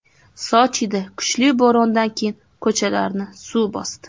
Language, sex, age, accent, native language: Uzbek, female, 19-29, Namangan, Uzbek